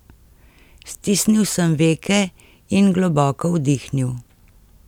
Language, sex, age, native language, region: Slovenian, female, 50-59, Slovenian, Central Slovenia